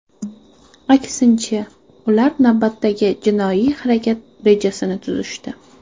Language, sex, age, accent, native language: Uzbek, female, 18-24, Toshkent shahri, Uzbek